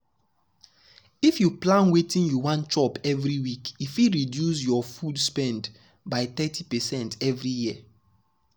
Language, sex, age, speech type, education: Nigerian Pidgin, male, 15-29, spontaneous, tertiary